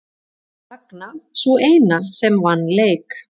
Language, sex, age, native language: Icelandic, female, 40-49, Icelandic